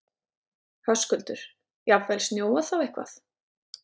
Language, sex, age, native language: Icelandic, female, 30-39, Icelandic